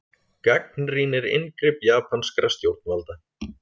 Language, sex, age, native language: Icelandic, male, 30-39, Icelandic